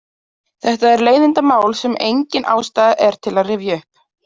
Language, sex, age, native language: Icelandic, female, 30-39, Icelandic